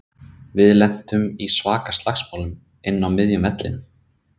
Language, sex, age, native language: Icelandic, male, 30-39, Icelandic